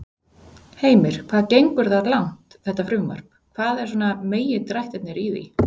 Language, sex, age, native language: Icelandic, female, 40-49, Icelandic